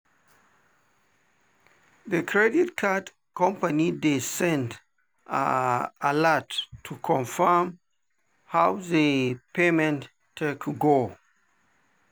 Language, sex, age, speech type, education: Nigerian Pidgin, male, 30-45, spontaneous, tertiary